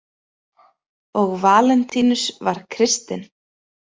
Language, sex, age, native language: Icelandic, female, 30-39, Icelandic